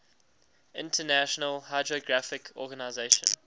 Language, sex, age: English, male, 19